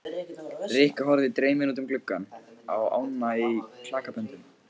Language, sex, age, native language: Icelandic, male, 15, Icelandic